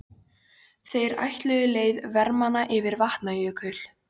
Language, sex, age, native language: Icelandic, female, 13, Polish